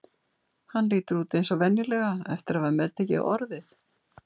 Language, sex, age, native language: Icelandic, female, 60-69, Icelandic